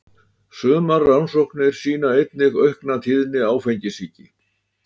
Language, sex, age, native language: Icelandic, male, 80-89, Icelandic